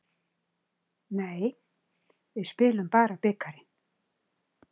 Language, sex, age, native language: Icelandic, female, 60-69, Icelandic